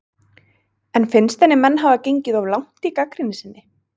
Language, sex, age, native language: Icelandic, female, 20-29, Icelandic